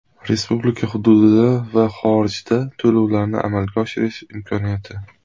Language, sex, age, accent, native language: Uzbek, male, under 19, Farg'ona, Uzbek